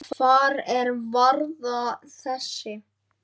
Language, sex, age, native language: Icelandic, male, 9, Icelandic